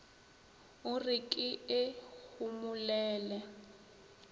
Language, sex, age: Northern Sotho, female, 21